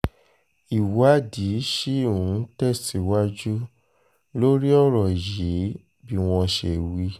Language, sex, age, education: Yoruba, male, 15-29, tertiary